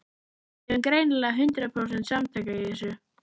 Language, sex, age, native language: Icelandic, female, 11, Icelandic